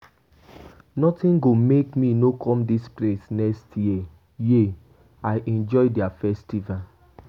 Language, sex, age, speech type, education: Nigerian Pidgin, male, 15-29, spontaneous, tertiary